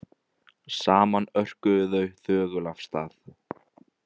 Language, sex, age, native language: Icelandic, male, 20-29, Icelandic